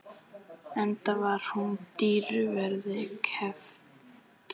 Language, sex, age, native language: Icelandic, female, 11, Icelandic